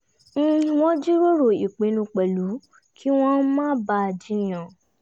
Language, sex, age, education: Yoruba, female, 15-29, tertiary